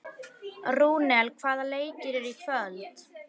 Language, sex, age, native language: Icelandic, female, 11, Icelandic